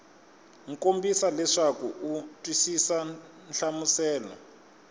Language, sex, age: Tsonga, male, 21